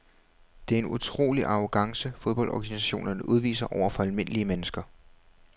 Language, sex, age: Danish, male, 21